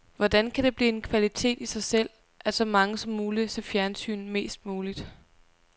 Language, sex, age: Danish, female, 23